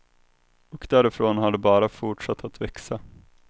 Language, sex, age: Swedish, male, 21